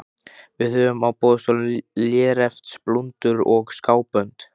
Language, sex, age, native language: Icelandic, male, 15, Icelandic